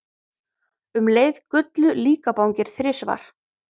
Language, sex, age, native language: Icelandic, female, 30-39, Icelandic